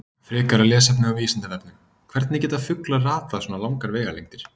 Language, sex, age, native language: Icelandic, male, 20-29, Icelandic